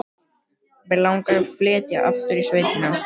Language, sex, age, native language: Icelandic, male, 12, Icelandic